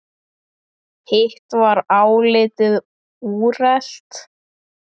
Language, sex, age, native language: Icelandic, male, 10, Icelandic